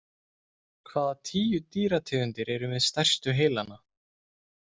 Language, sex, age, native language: Icelandic, male, 20-29, Icelandic